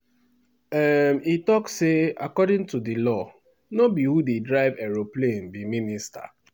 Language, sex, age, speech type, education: Nigerian Pidgin, male, 15-29, spontaneous, tertiary